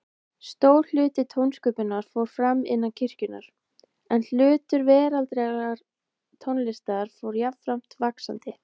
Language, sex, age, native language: Icelandic, female, 20-29, Icelandic